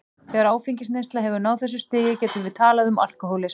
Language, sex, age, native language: Icelandic, female, 40-49, Icelandic